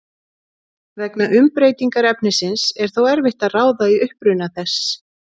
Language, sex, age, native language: Icelandic, female, 40-49, Icelandic